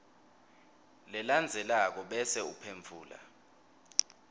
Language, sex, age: Swati, male, 23